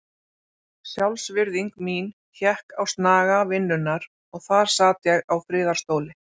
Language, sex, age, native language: Icelandic, female, 40-49, Icelandic